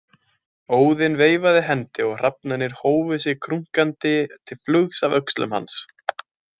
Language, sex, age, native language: Icelandic, male, 20-29, Icelandic